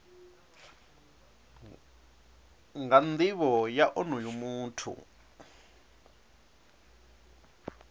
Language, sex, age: Venda, male, 37